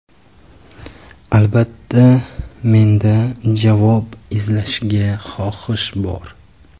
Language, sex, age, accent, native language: Uzbek, male, 25-34, Andijon, Uzbek